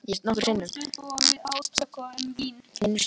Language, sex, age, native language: Icelandic, male, 12, Icelandic